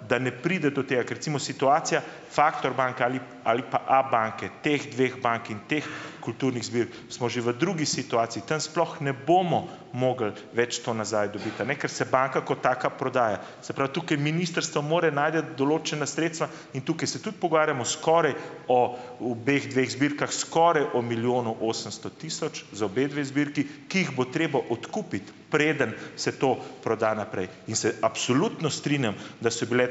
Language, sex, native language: Slovenian, male, Slovenian